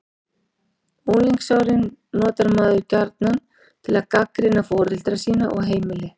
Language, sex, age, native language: Icelandic, female, 40-49, Icelandic